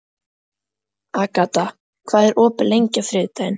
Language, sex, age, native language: Icelandic, female, 12, Icelandic